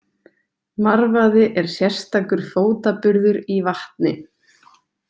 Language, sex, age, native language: Icelandic, female, 20-29, Icelandic